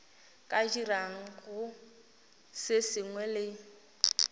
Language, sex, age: Northern Sotho, female, 19